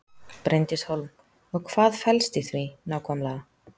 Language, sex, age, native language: Icelandic, female, 30-39, Icelandic